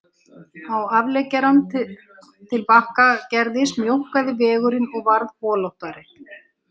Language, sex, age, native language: Icelandic, female, 60-69, Icelandic